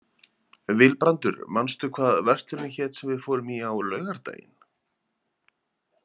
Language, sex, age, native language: Icelandic, male, 30-39, Icelandic